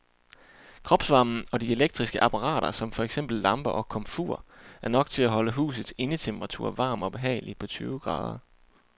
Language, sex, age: Danish, male, 28